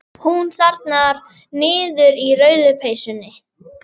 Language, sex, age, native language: Icelandic, female, 11, Icelandic